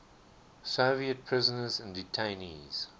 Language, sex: English, male